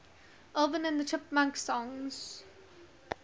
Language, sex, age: English, female, 19